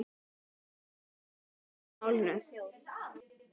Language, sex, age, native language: Icelandic, female, 12, Icelandic